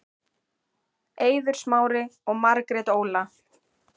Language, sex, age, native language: Icelandic, female, 40-49, Icelandic